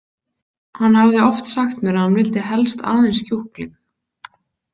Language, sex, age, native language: Icelandic, female, 20-29, Icelandic